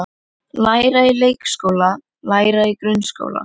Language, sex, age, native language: Icelandic, female, 11, Icelandic